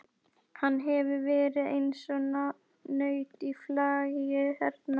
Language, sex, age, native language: Icelandic, female, 11, Icelandic